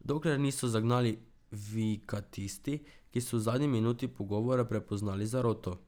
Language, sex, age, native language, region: Slovenian, male, 12-17, Slovenian, Drava region